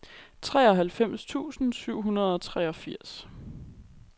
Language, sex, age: Danish, female, 23